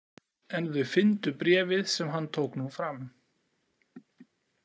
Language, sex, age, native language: Icelandic, male, 40-49, Icelandic